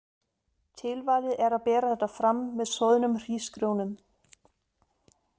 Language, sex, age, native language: Icelandic, female, 30-39, German